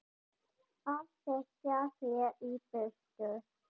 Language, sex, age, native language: Icelandic, female, 10, German